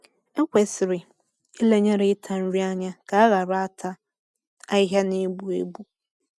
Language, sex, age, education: Igbo, female, 30-45, tertiary